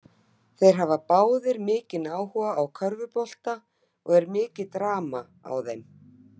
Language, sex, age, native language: Icelandic, female, 50-59, Icelandic